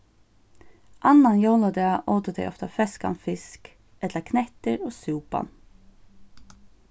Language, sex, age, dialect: Faroese, female, 15-35, Suðurstreymoy